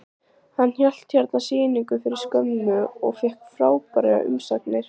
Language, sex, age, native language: Icelandic, female, 14, Icelandic